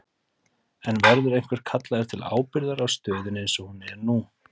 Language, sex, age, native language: Icelandic, male, 30-39, Icelandic